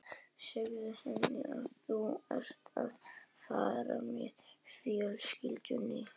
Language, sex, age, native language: Icelandic, female, 11, Icelandic